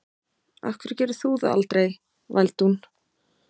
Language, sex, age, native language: Icelandic, female, 30-39, Icelandic